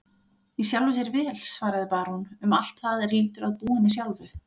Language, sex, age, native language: Icelandic, female, 40-49, Icelandic